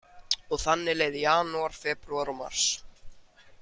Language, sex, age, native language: Icelandic, male, 40-49, Icelandic